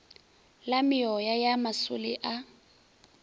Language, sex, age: Northern Sotho, female, 20